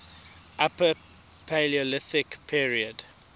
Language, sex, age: English, male, 22